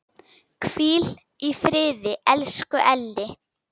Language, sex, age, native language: Icelandic, female, 10, Icelandic